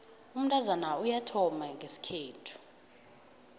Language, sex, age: South Ndebele, female, 18